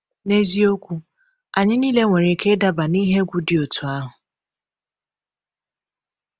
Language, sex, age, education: Igbo, female, 15-29, tertiary